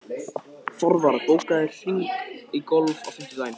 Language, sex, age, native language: Icelandic, male, 13, Icelandic